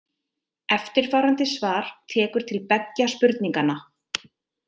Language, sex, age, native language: Icelandic, female, 30-39, Icelandic